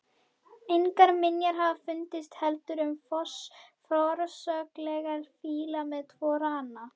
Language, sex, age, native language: Icelandic, female, 21, Icelandic